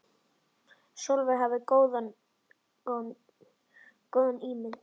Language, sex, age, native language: Icelandic, male, 10, Icelandic